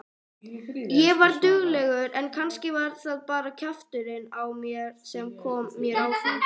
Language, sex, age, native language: Icelandic, female, 20-29, Icelandic